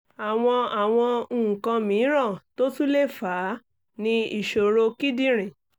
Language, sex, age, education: Yoruba, female, 30-45, tertiary